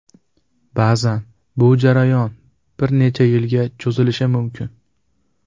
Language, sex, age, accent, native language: Uzbek, male, under 19, Farg'ona, Uzbek